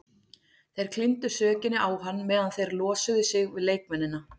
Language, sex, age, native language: Icelandic, female, 40-49, Icelandic